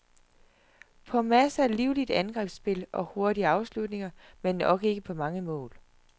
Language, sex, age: Danish, female, 41